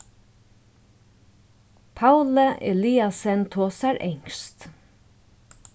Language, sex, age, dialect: Faroese, female, 36-60, Norðurstreymoy/Eysturoy